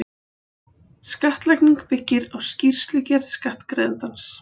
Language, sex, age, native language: Icelandic, female, 40-49, Icelandic